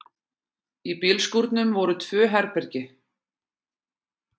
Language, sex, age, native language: Icelandic, female, 40-49, Icelandic